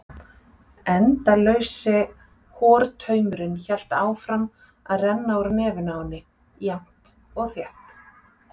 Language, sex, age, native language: Icelandic, female, 40-49, Icelandic